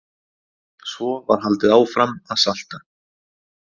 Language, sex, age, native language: Icelandic, male, 20-29, Icelandic